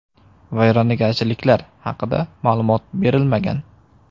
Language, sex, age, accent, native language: Uzbek, male, 18-24, Samarqand, Uzbek